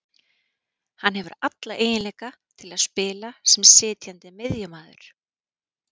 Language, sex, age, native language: Icelandic, female, 40-49, Icelandic